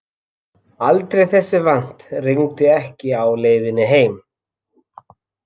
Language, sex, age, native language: Icelandic, male, 30-39, Icelandic